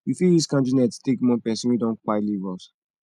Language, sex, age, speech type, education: Nigerian Pidgin, male, 15-29, spontaneous, tertiary